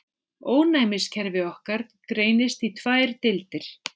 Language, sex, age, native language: Icelandic, female, 40-49, Icelandic